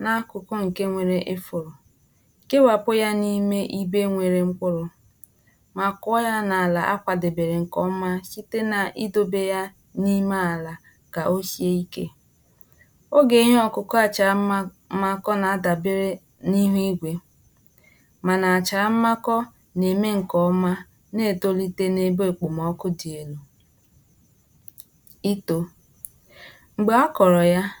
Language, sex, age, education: Igbo, female, 46-60, tertiary